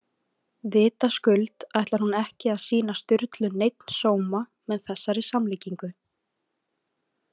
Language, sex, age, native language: Icelandic, female, 18-19, Icelandic